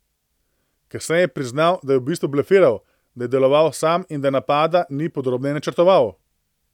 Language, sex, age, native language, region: Slovenian, male, 30-49, Slovenian, Central Slovenia